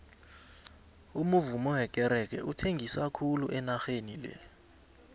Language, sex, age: South Ndebele, male, 20